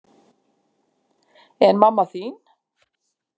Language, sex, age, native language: Icelandic, female, 50-59, Icelandic